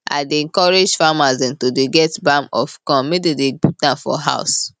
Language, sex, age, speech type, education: Nigerian Pidgin, female, 15-29, spontaneous, tertiary